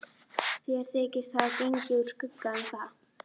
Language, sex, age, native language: Icelandic, female, 12, Icelandic